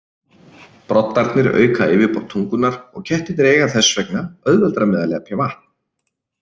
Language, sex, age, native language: Icelandic, male, 30-39, Icelandic